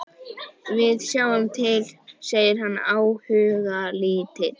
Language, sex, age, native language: Icelandic, female, 14, Icelandic